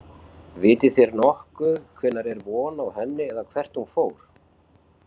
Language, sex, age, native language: Icelandic, male, 40-49, Icelandic